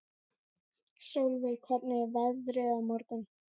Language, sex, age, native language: Icelandic, male, 11, Icelandic